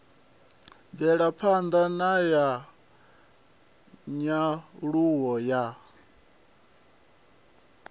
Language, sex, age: Venda, male, 37